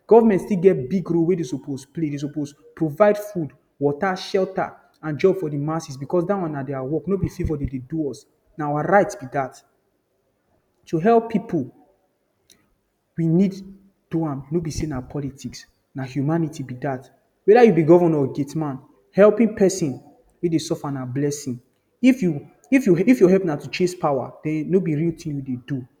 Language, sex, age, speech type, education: Nigerian Pidgin, male, 15-29, spontaneous, tertiary